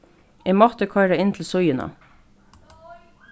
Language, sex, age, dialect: Faroese, female, 15-35, Norðurstreymoy/Eysturoy